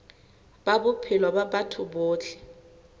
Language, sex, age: Southern Sotho, female, 18